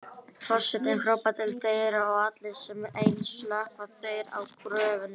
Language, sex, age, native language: Icelandic, female, 30-39, Icelandic